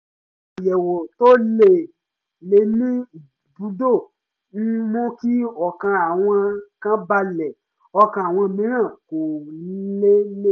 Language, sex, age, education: Yoruba, male, 15-29, tertiary